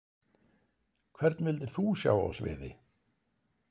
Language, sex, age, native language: Icelandic, male, 60-69, Icelandic